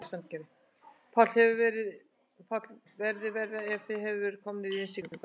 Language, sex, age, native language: Icelandic, female, 60-69, Icelandic